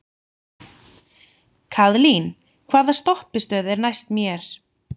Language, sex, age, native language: Icelandic, female, 30-39, Icelandic